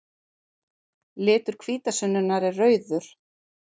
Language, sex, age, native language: Icelandic, female, 40-49, Icelandic